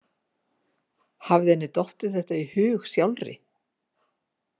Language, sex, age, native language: Icelandic, female, 50-59, Icelandic